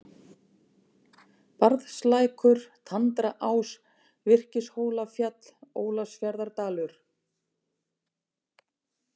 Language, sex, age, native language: Icelandic, female, 50-59, Icelandic